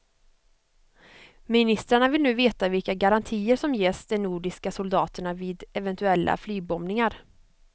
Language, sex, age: Swedish, female, 25